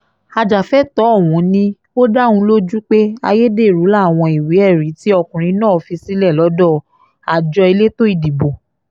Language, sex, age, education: Yoruba, female, 15-29, tertiary